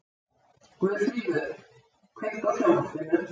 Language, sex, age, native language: Icelandic, female, 70-79, Icelandic